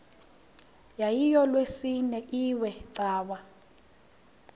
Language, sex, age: Xhosa, female, 26